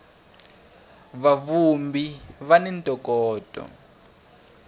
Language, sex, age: Tsonga, male, 23